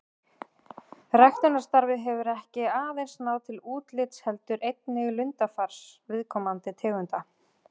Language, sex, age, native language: Icelandic, female, 30-39, Icelandic